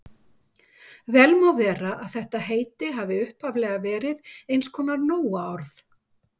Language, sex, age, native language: Icelandic, female, 50-59, Icelandic